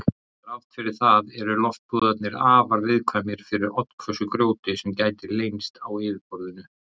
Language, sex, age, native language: Icelandic, male, 40-49, Icelandic